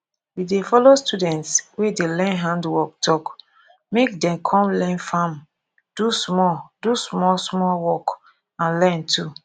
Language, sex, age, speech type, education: Nigerian Pidgin, female, 15-29, spontaneous, tertiary